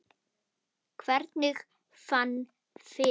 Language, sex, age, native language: Icelandic, female, 10, Icelandic